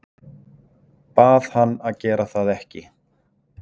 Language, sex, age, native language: Icelandic, male, 40-49, Icelandic